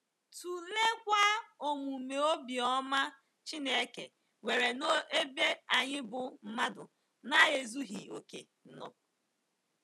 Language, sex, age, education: Igbo, female, 15-29, tertiary